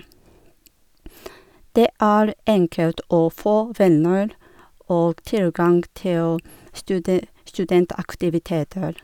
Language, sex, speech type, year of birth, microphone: Norwegian, female, spontaneous, 1978, Sennheiser